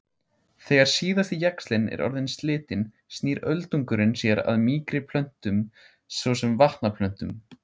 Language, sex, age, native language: Icelandic, male, 16, Icelandic